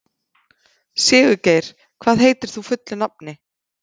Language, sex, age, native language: Icelandic, female, 30-39, Icelandic